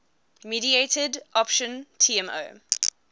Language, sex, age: English, female, 20